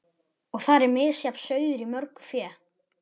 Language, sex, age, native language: Icelandic, male, 11, Icelandic